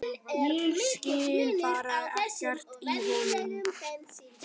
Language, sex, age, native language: Icelandic, male, 12, Icelandic